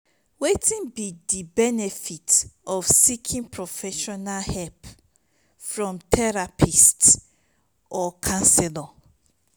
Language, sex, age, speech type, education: Nigerian Pidgin, female, 30-45, spontaneous, tertiary